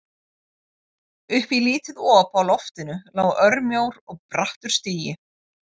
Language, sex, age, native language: Icelandic, female, 40-49, Icelandic